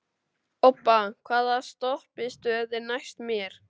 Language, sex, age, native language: Icelandic, male, 12, Icelandic